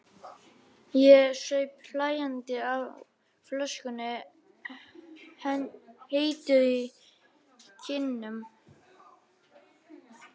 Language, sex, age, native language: Icelandic, male, 12, Icelandic